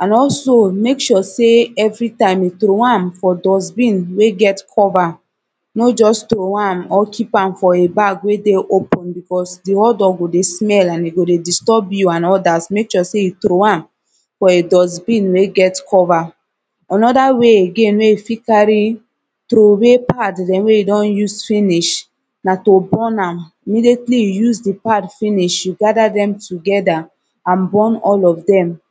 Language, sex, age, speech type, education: Nigerian Pidgin, female, 30-45, spontaneous, tertiary